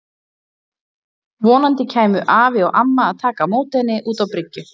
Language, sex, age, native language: Icelandic, female, 40-49, Icelandic